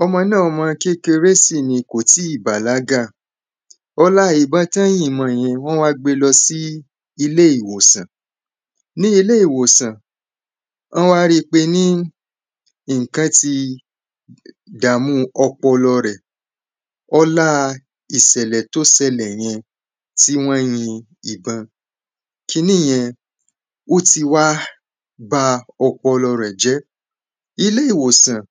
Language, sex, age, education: Yoruba, male, 15-29, tertiary